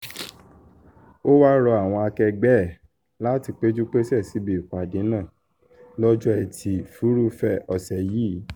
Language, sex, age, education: Yoruba, male, 15-29, tertiary